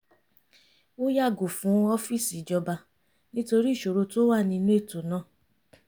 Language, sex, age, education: Yoruba, female, 30-45, tertiary